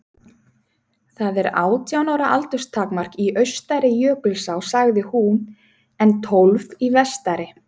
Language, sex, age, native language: Icelandic, female, 30-39, Icelandic